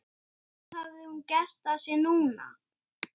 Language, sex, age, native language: Icelandic, male, 9, Icelandic